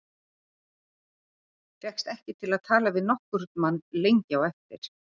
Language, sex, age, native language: Icelandic, female, 50-59, Icelandic